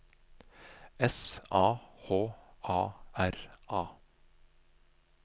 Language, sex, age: Norwegian, male, 25